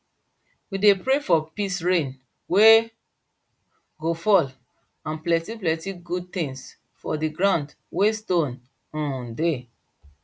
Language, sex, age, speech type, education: Nigerian Pidgin, female, 30-45, spontaneous, tertiary